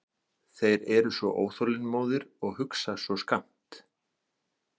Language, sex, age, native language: Icelandic, male, 40-49, Icelandic